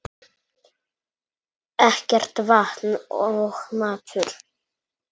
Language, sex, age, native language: Icelandic, male, 9, Icelandic